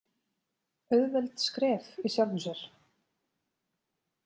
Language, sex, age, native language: Icelandic, female, 30-39, Icelandic